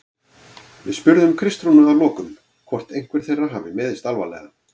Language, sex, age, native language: Icelandic, male, 40-49, Icelandic